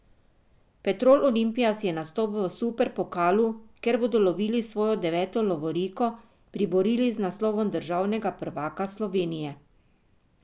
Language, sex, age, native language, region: Slovenian, female, 50-59, Slovenian, Drava region